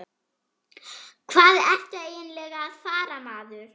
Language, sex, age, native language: Icelandic, female, 11, German